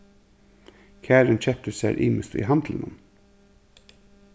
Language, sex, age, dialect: Faroese, male, 36-60, Suðurstreymoy